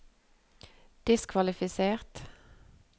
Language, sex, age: Norwegian, female, 48